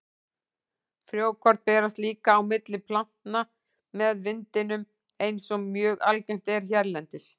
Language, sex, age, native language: Icelandic, female, 18-19, Icelandic